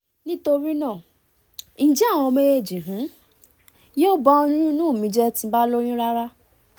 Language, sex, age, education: Yoruba, female, 15-29, tertiary